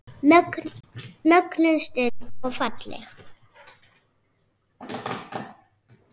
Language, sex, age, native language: Icelandic, female, 6, Icelandic